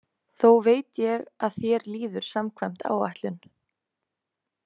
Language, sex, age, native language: Icelandic, female, 20-29, Icelandic